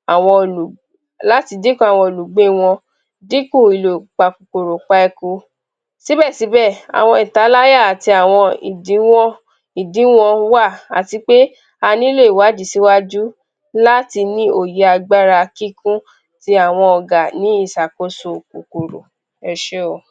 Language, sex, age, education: Yoruba, female, 15-29, tertiary